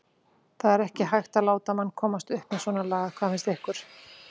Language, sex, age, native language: Icelandic, female, 40-49, Icelandic